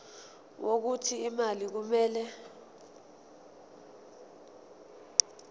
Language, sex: Zulu, female